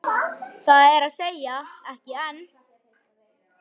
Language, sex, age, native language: Icelandic, male, 11, Icelandic